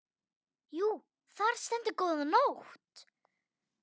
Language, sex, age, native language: Icelandic, female, 9, Icelandic